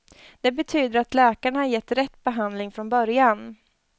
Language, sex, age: Swedish, female, 20